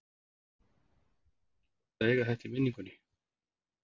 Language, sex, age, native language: Icelandic, male, 40-49, Icelandic